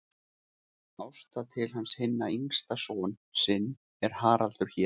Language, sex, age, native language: Icelandic, male, 40-49, Icelandic